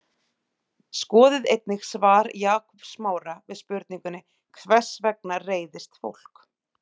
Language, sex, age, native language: Icelandic, female, 30-39, Icelandic